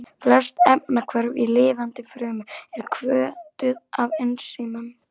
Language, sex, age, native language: Icelandic, female, 11, Icelandic